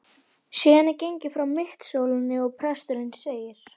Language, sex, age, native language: Icelandic, female, 11, Icelandic